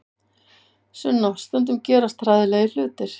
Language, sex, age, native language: Icelandic, female, 50-59, Icelandic